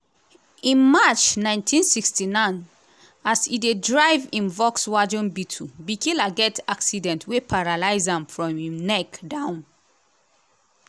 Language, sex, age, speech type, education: Nigerian Pidgin, female, 30-45, spontaneous, tertiary